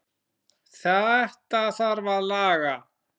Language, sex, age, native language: Icelandic, female, 9, Icelandic